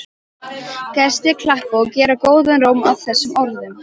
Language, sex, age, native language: Icelandic, female, 13, Polish